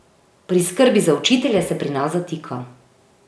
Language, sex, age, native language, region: Slovenian, female, 30-49, Slovenian, Drava region